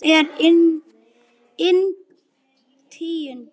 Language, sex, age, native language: Icelandic, male, 9, Icelandic